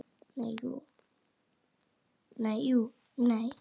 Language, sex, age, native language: Icelandic, female, 8, Icelandic